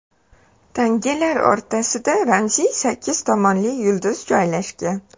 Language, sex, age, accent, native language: Uzbek, female, 18-24, Toshkent shahri, Uzbek